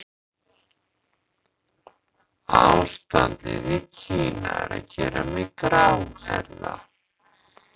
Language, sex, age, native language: Icelandic, male, 30-39, Icelandic